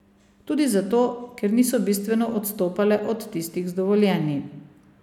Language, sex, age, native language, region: Slovenian, female, 50-59, Slovenian, Savinja region